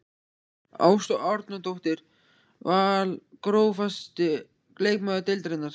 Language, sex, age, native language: Icelandic, male, 14, Icelandic